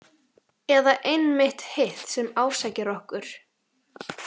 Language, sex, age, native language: Icelandic, female, 18-19, Icelandic